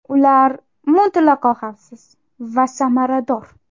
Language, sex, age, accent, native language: Uzbek, female, 18-24, Toshkent shahri, Uzbek